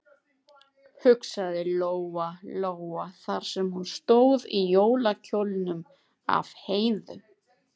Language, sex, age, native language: Icelandic, female, 30-39, Icelandic